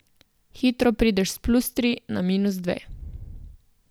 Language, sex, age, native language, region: Slovenian, female, 18-29, Slovenian, Southeast Slovenia